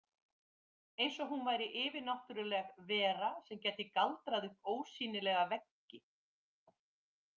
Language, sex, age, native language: Icelandic, female, 50-59, Icelandic